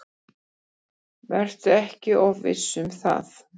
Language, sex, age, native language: Icelandic, female, 50-59, Icelandic